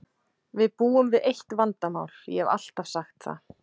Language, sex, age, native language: Icelandic, female, 30-39, Icelandic